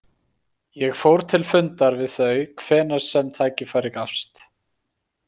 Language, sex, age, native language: Icelandic, male, 20-29, Icelandic